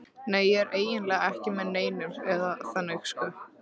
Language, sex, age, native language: Icelandic, female, 13, Icelandic